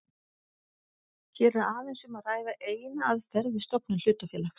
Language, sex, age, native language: Icelandic, female, 40-49, Icelandic